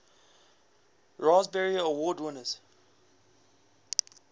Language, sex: English, male